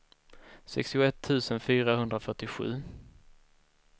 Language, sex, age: Swedish, male, 19